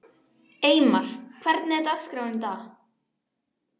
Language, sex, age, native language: Icelandic, female, 12, Icelandic